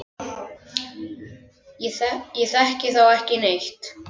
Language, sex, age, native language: Icelandic, male, 10, Icelandic